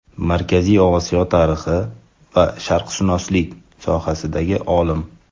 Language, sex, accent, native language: Uzbek, male, Toshkent shahri, Uzbek